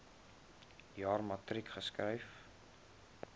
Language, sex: Afrikaans, male